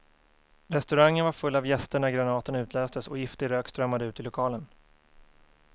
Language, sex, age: Swedish, male, 24